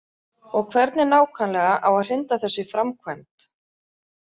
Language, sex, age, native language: Icelandic, female, 30-39, Icelandic